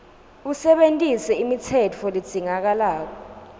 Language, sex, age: Swati, female, 19